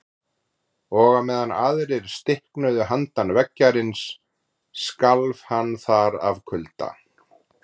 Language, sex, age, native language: Icelandic, male, 40-49, Icelandic